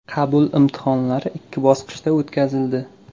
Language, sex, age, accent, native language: Uzbek, male, 18-24, Qashqadaryo, Uzbek